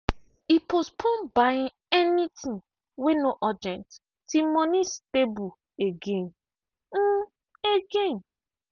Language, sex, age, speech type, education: Nigerian Pidgin, female, 15-29, spontaneous, tertiary